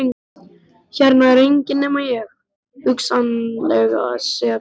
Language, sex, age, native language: Icelandic, male, 12, Icelandic